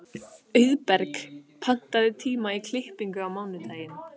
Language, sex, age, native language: Icelandic, female, 15, Icelandic